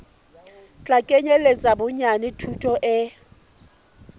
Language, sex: Southern Sotho, female